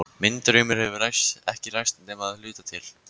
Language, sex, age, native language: Icelandic, male, 14, Icelandic